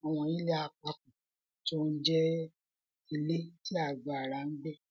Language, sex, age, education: Yoruba, female, 46-60, primary